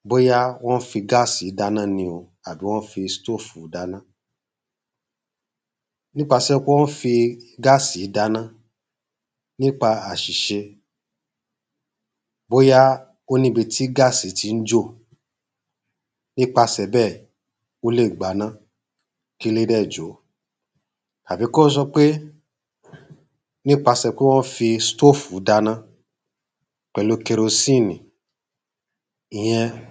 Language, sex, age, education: Yoruba, male, 30-45, tertiary